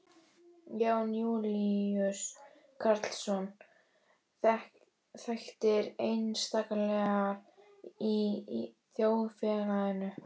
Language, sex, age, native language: Icelandic, female, 12, Icelandic